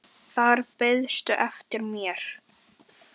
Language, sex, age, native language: Icelandic, male, 10, Icelandic